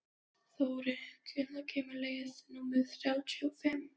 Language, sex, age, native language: Icelandic, other, 13, Danish